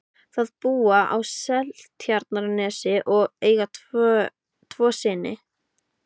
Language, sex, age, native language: Icelandic, female, 12, Icelandic